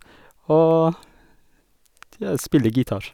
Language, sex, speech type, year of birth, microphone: Norwegian, male, spontaneous, 1981, Sennheiser